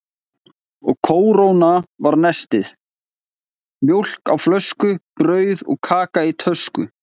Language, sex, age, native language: Icelandic, male, 20-29, Icelandic